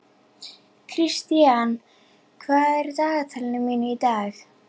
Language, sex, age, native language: Icelandic, female, 11, Icelandic